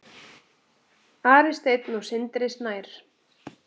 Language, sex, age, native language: Icelandic, female, 7, Icelandic